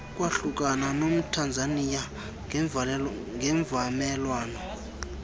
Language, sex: Xhosa, male